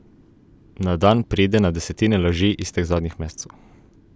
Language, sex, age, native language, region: Slovenian, male, 18-29, Slovenian, Coastal Karst region